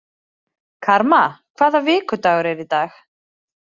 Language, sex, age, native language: Icelandic, female, 30-39, Icelandic